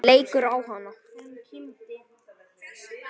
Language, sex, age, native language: Icelandic, male, 9, Icelandic